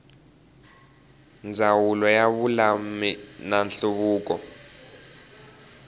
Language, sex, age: Tsonga, male, 18